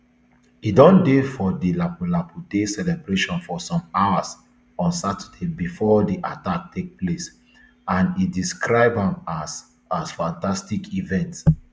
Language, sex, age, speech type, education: Nigerian Pidgin, male, 30-45, spontaneous, tertiary